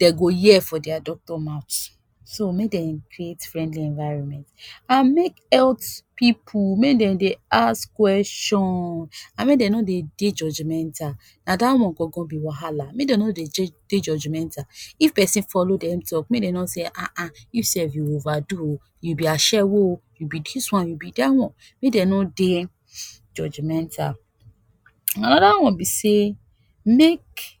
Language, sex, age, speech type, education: Nigerian Pidgin, female, 15-29, spontaneous, tertiary